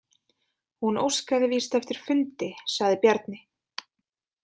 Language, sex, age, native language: Icelandic, female, 20-29, Icelandic